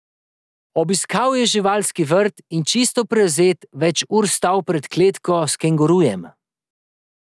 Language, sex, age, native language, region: Slovenian, male, 30-49, Slovenian, Drava region